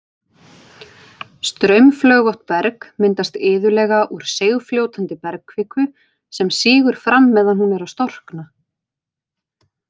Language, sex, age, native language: Icelandic, female, 20-29, Icelandic